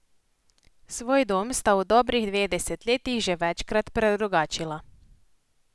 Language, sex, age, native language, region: Slovenian, female, 18-29, Slovenian, Posavska region